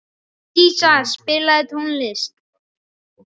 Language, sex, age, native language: Icelandic, male, 14, Icelandic